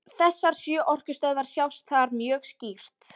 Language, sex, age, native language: Icelandic, female, 14, Icelandic